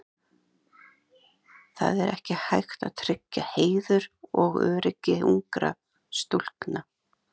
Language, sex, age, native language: Icelandic, other, 30-39, Icelandic